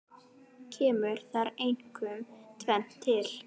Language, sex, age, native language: Icelandic, female, 10, Icelandic